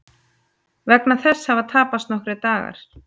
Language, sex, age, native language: Icelandic, female, 30-39, Icelandic